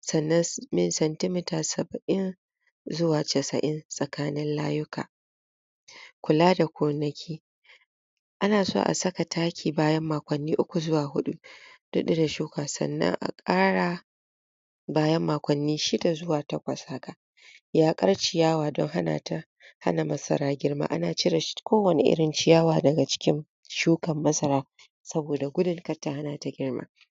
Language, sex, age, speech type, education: Hausa, female, 46-60, spontaneous, tertiary